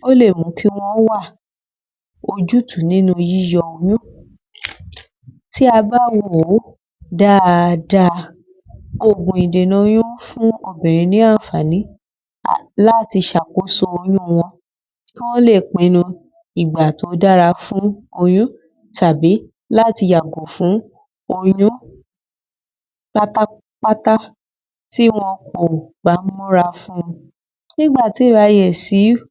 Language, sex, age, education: Yoruba, female, 30-45, tertiary